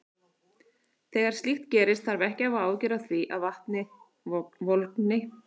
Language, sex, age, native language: Icelandic, female, 30-39, Icelandic